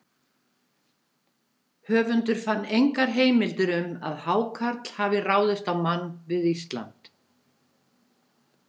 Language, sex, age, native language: Icelandic, female, 70-79, Icelandic